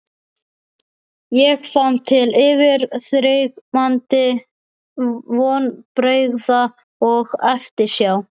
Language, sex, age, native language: Icelandic, male, 12, Icelandic